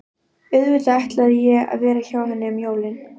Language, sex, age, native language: Icelandic, female, 12, Icelandic